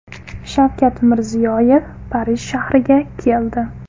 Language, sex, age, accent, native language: Uzbek, female, 19-29, Farg'ona, Uzbek